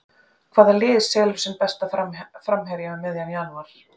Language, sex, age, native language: Icelandic, female, 40-49, Icelandic